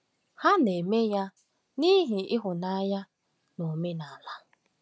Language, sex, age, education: Igbo, female, 15-29, tertiary